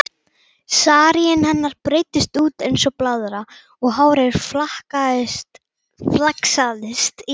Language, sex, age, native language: Icelandic, female, 40-49, Icelandic